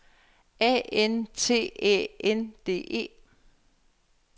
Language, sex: Danish, female